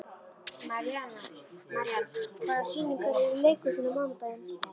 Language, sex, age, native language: Icelandic, female, 11, Icelandic